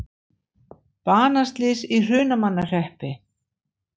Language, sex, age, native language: Icelandic, female, 60-69, Icelandic